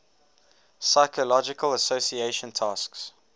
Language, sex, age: English, male, 18